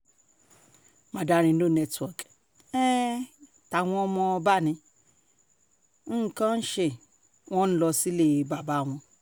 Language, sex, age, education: Yoruba, female, 30-45, tertiary